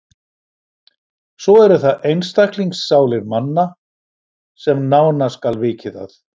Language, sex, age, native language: Icelandic, male, 60-69, Icelandic